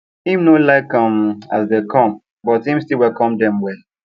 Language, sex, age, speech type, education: Nigerian Pidgin, male, 15-29, spontaneous, tertiary